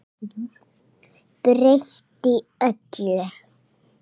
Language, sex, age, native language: Icelandic, female, 5, Icelandic